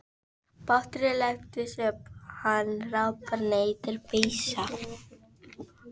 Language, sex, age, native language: Icelandic, female, 13, Filipino